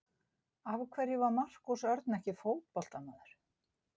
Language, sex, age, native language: Icelandic, female, 60-69, Icelandic